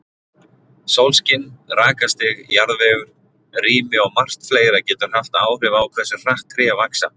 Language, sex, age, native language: Icelandic, male, 40-49, Icelandic